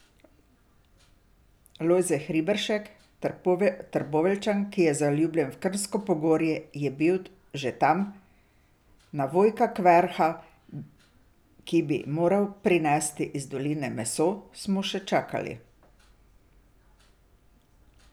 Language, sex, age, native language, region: Slovenian, female, 60+, Slovenian, Drava region